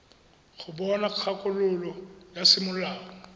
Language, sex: Tswana, male